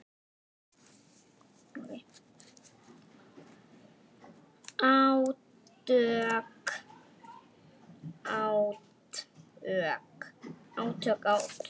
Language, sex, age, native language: Icelandic, male, 6, Icelandic